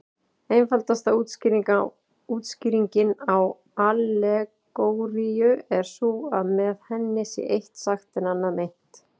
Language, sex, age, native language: Icelandic, female, 40-49, Icelandic